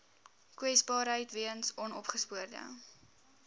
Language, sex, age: Afrikaans, female, 19